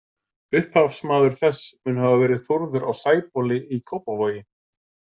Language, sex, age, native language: Icelandic, male, 40-49, Icelandic